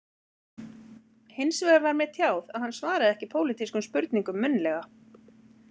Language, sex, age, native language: Icelandic, female, 40-49, Icelandic